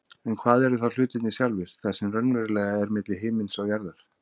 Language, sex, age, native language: Icelandic, male, 50-59, Icelandic